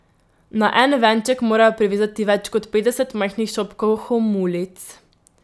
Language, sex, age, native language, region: Slovenian, female, 18-29, Slovenian, Drava region